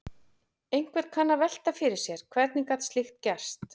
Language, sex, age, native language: Icelandic, female, 40-49, Icelandic